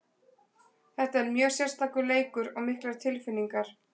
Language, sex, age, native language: Icelandic, female, 20-29, Icelandic